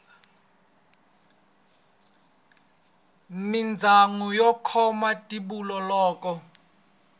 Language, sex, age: Tsonga, male, 26